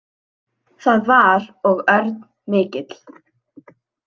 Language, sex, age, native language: Icelandic, female, 18-19, Icelandic